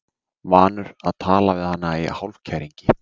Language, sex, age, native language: Icelandic, male, 30-39, Icelandic